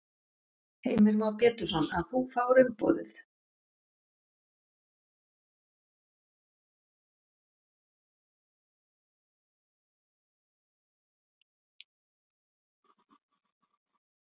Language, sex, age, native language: Icelandic, female, 50-59, Icelandic